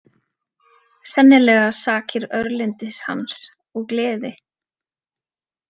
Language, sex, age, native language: Icelandic, female, 20-29, Icelandic